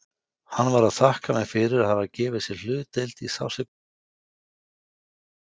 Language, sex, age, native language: Icelandic, male, 50-59, Icelandic